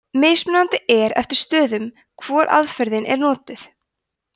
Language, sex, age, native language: Icelandic, female, 20-29, Icelandic